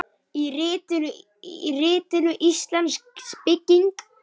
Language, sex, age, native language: Icelandic, male, 8, Icelandic